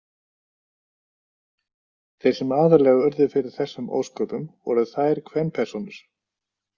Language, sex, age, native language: Icelandic, male, 60-69, Icelandic